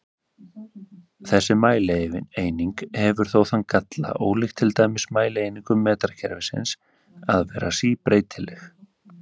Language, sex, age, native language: Icelandic, male, 30-39, Icelandic